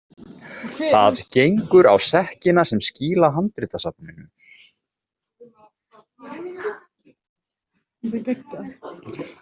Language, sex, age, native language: Icelandic, male, 30-39, Icelandic